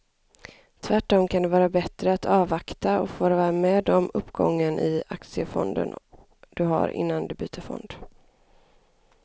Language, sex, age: Swedish, female, 25